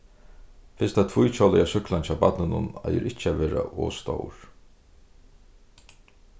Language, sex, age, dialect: Faroese, male, 36-60, Suðurstreymoy